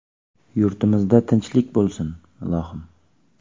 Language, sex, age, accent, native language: Uzbek, male, 25-34, Xorazm, Uzbek